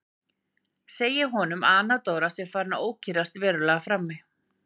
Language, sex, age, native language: Icelandic, female, 40-49, Icelandic